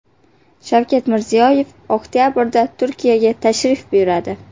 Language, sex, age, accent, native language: Uzbek, female, 18-24, Qashqadaryo, Uzbek